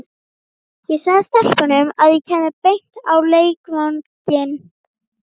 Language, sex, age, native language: Icelandic, female, 12, Icelandic